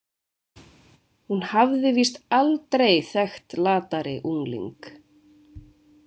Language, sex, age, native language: Icelandic, female, 20-29, Icelandic